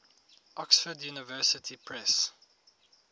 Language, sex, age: English, male, 19